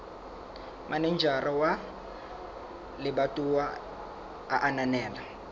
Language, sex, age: Southern Sotho, male, 23